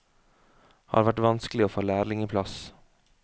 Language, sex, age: Norwegian, male, 33